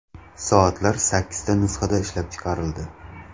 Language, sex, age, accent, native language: Uzbek, male, 19-29, Samarqand, Uzbek